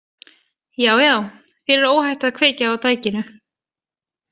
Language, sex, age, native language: Icelandic, female, 20-29, Icelandic